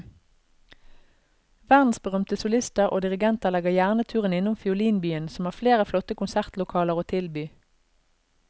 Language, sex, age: Norwegian, female, 32